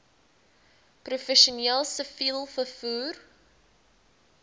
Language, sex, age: Afrikaans, female, 20